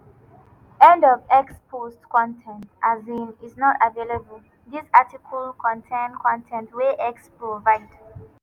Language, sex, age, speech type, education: Nigerian Pidgin, female, 15-29, spontaneous, tertiary